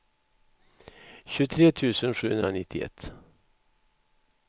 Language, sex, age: Swedish, male, 64